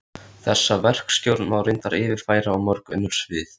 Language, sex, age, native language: Icelandic, male, 13, Icelandic